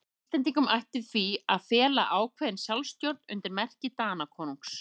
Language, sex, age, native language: Icelandic, female, 30-39, Icelandic